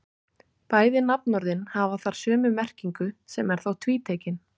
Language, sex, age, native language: Icelandic, female, 20-29, Icelandic